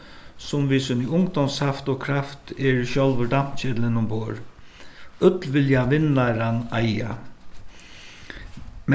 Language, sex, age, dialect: Faroese, male, 61+, Suðuroy